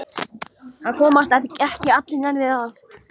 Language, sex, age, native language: Icelandic, male, 14, Icelandic